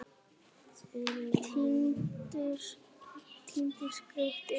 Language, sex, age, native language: Icelandic, female, 9, Icelandic